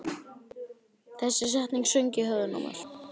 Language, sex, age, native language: Icelandic, male, 12, Icelandic